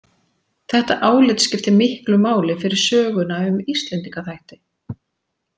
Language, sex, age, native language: Icelandic, female, 40-49, Icelandic